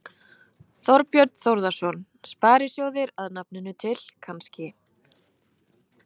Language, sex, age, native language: Icelandic, female, 30-39, Icelandic